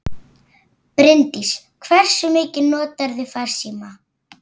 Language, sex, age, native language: Icelandic, female, 8, Icelandic